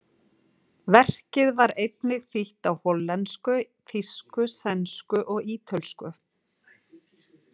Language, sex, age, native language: Icelandic, female, 40-49, Icelandic